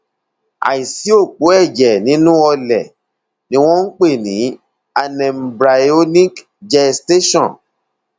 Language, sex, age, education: Yoruba, male, 30-45, tertiary